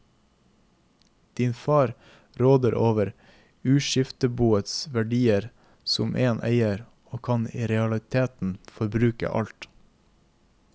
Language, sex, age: Norwegian, male, 24